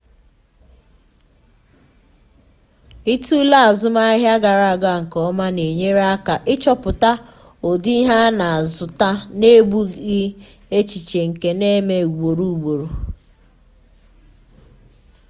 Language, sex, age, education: Igbo, female, 15-29, tertiary